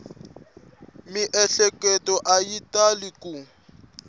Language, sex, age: Tsonga, male, 21